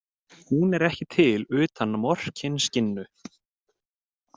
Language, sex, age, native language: Icelandic, male, 20-29, Icelandic